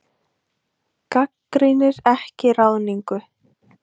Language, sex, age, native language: Icelandic, female, 20-29, Icelandic